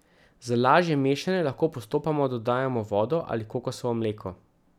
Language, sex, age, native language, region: Slovenian, male, 30-49, Slovenian, Central Slovenia